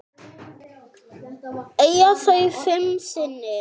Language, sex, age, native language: Icelandic, female, 9, Icelandic